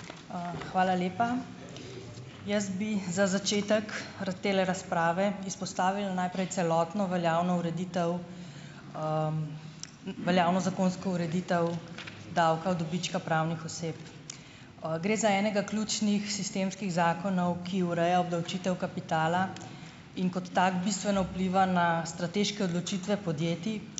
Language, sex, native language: Slovenian, female, Slovenian